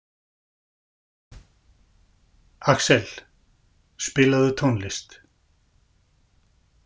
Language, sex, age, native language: Icelandic, male, 50-59, Icelandic